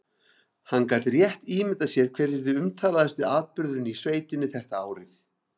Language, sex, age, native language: Icelandic, male, 50-59, Icelandic